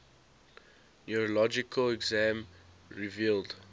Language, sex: English, male